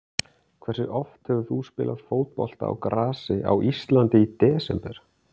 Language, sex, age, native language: Icelandic, male, 30-39, Icelandic